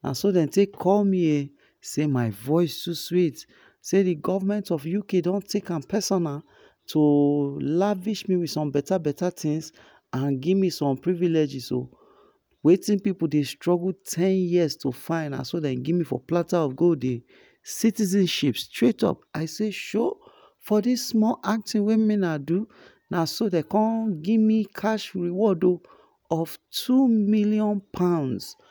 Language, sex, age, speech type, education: Nigerian Pidgin, male, 15-29, spontaneous, tertiary